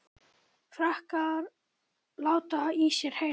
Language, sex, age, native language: Icelandic, male, 18-19, Icelandic